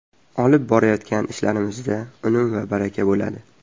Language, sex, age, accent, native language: Uzbek, male, 12-17, Farg'ona, Uzbek